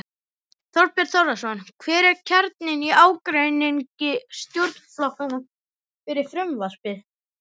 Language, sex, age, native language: Icelandic, male, 11, Icelandic